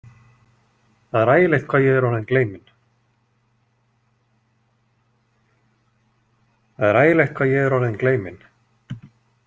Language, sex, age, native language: Icelandic, male, 40-49, Icelandic